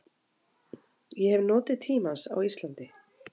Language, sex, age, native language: Icelandic, female, 40-49, Icelandic